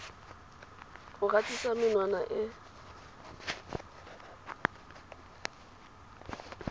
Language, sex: Tswana, female